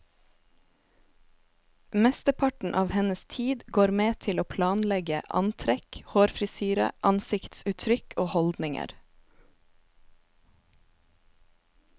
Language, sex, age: Norwegian, female, 27